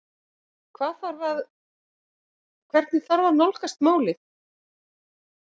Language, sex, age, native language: Icelandic, female, 50-59, Icelandic